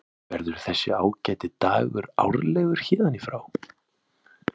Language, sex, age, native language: Icelandic, male, 20-29, Icelandic